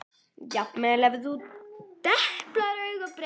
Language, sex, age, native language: Icelandic, female, 11, Icelandic